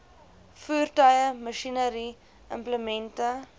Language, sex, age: Afrikaans, female, 21